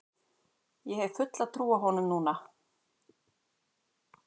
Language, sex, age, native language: Icelandic, female, 40-49, Icelandic